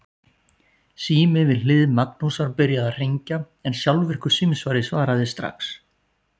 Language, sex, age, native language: Icelandic, male, 40-49, Icelandic